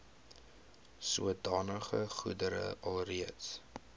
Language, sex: Afrikaans, male